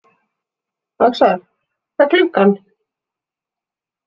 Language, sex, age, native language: Icelandic, female, 40-49, Icelandic